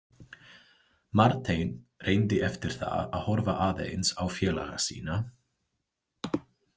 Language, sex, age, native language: Icelandic, male, 20-29, English